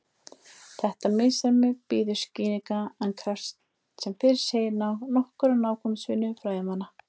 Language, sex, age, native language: Icelandic, female, 30-39, Icelandic